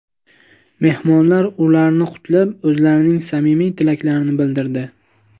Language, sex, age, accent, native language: Uzbek, male, 18-24, Andijon, Uzbek